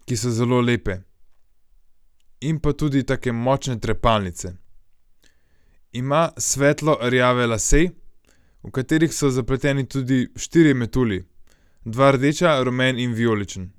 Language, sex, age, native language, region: Slovenian, male, 18-29, Slovenian, Gorenjska region